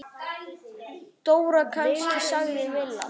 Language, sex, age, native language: Icelandic, male, 9, Icelandic